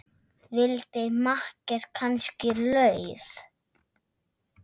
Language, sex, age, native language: Icelandic, female, 7, Icelandic